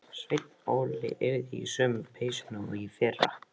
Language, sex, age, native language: Icelandic, male, 13, Icelandic